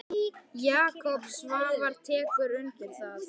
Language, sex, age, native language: Icelandic, male, 10, Icelandic